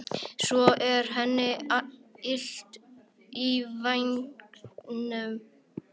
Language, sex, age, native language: Icelandic, male, 11, Icelandic